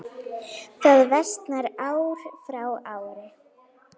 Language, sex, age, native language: Icelandic, female, 9, Icelandic